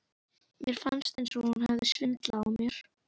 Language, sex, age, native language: Icelandic, female, 11, Icelandic